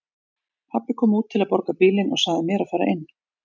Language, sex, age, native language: Icelandic, female, 40-49, Icelandic